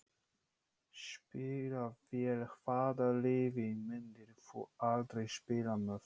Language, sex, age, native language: Icelandic, male, 30-39, Polish